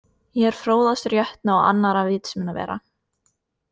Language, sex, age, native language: Icelandic, female, 20-29, Norwegian